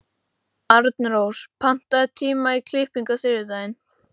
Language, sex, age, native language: Icelandic, male, 12, Icelandic